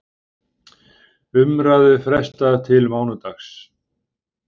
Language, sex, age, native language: Icelandic, male, 50-59, Icelandic